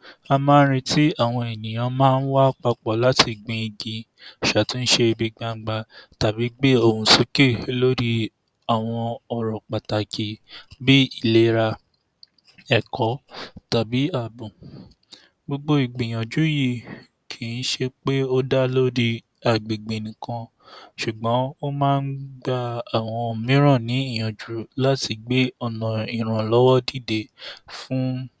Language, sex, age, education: Yoruba, male, 46-60, tertiary